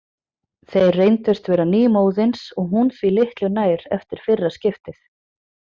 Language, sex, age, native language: Icelandic, female, 30-39, Icelandic